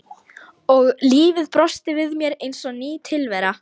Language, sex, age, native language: Icelandic, female, 18-19, Lithuanian